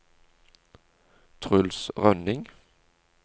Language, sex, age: Norwegian, male, 40